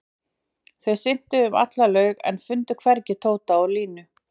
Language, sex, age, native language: Icelandic, female, 40-49, Icelandic